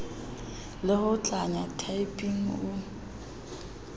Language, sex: Southern Sotho, female